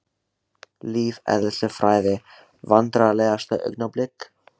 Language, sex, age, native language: Icelandic, male, 16, Icelandic